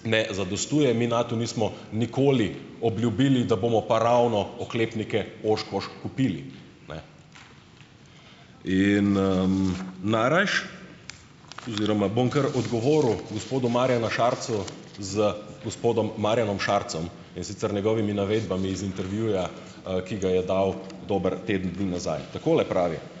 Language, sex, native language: Slovenian, male, Slovenian